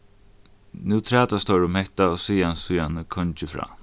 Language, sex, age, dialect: Faroese, male, 15-35, Norðuroyggjar